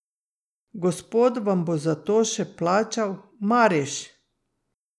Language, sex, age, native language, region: Slovenian, female, 60+, Slovenian, Drava region